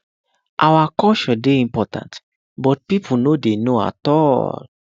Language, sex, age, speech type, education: Nigerian Pidgin, male, 15-29, spontaneous, tertiary